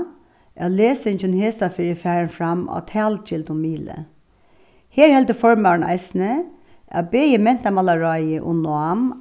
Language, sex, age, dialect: Faroese, female, 36-60, Suðuroy